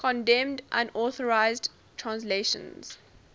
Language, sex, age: English, female, 19